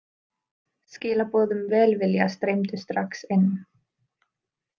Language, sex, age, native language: Icelandic, female, 20-29, Icelandic